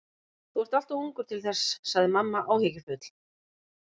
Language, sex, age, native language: Icelandic, female, 50-59, Icelandic